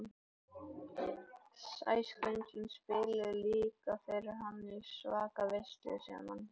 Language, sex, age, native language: Icelandic, male, 18-19, Icelandic